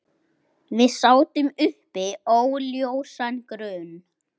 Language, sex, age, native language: Icelandic, male, 8, Icelandic